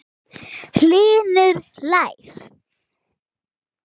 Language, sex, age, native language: Icelandic, female, 8, Icelandic